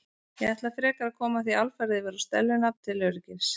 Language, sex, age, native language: Icelandic, female, 40-49, Icelandic